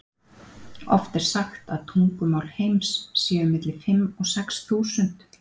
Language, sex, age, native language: Icelandic, female, 50-59, Icelandic